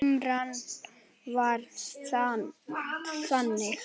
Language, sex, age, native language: Icelandic, male, 8, Icelandic